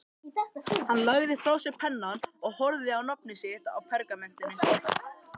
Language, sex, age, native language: Icelandic, other, 18-19, Icelandic